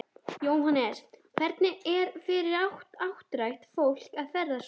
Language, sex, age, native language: Icelandic, female, 11, Icelandic